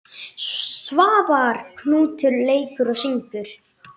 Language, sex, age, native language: Icelandic, male, 10, Icelandic